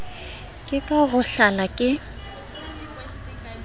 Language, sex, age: Southern Sotho, female, 22